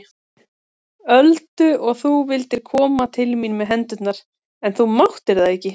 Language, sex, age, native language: Icelandic, female, 30-39, Icelandic